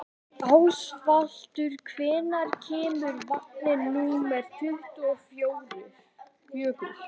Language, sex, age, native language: Icelandic, male, 11, Icelandic